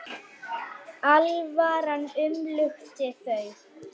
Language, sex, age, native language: Icelandic, female, 9, Icelandic